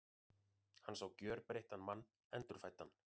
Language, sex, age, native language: Icelandic, male, 40-49, Icelandic